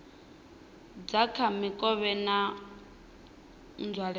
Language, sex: Venda, female